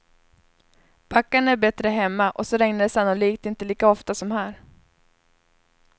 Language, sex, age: Swedish, female, 21